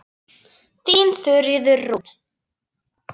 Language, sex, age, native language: Icelandic, female, 9, Icelandic